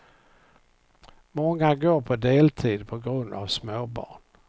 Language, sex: Swedish, male